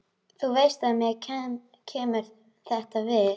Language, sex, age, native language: Icelandic, female, 12, Icelandic